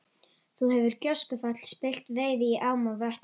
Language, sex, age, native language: Icelandic, female, 18-19, Icelandic